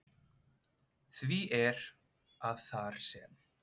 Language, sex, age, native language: Icelandic, male, 20-29, Icelandic